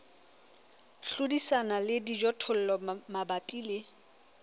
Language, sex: Southern Sotho, female